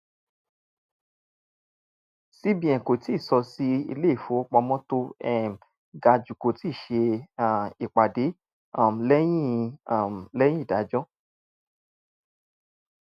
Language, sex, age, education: Yoruba, male, 30-45, tertiary